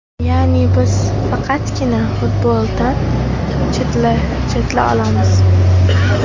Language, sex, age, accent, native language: Uzbek, female, 18-24, Toshkent viloyati, Uzbek